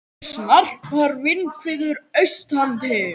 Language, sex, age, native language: Icelandic, male, 18-19, Icelandic